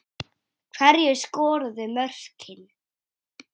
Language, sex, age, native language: Icelandic, male, 7, Icelandic